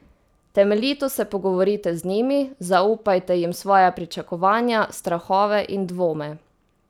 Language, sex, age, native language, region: Slovenian, female, 18-29, Slovenian, Savinja region